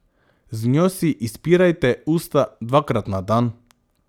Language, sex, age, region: Slovenian, male, 18-29, Drava region